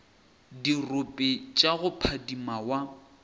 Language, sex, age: Northern Sotho, male, 23